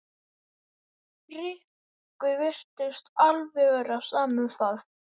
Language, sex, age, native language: Icelandic, male, 11, Icelandic